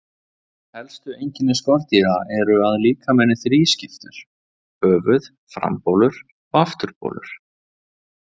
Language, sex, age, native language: Icelandic, male, 20-29, Icelandic